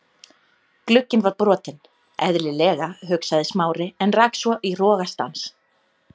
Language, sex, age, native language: Icelandic, female, 30-39, Icelandic